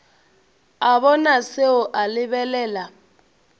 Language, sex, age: Northern Sotho, female, 22